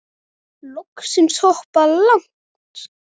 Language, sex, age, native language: Icelandic, male, 9, Icelandic